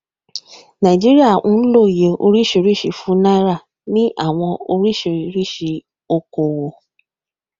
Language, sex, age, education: Yoruba, female, 15-29, tertiary